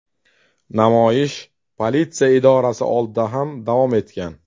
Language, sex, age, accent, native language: Uzbek, male, 35+, Toshkent shahri, Uzbek